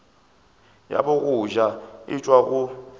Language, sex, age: Northern Sotho, male, 24